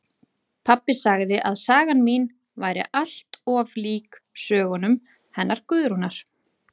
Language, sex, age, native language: Icelandic, female, 40-49, Icelandic